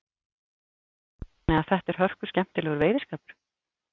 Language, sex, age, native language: Icelandic, female, 50-59, Icelandic